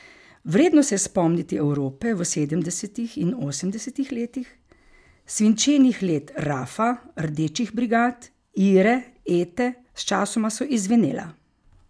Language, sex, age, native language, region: Slovenian, female, 50-59, Slovenian, Carinthia region